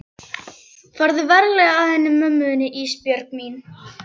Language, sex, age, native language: Icelandic, female, 11, Icelandic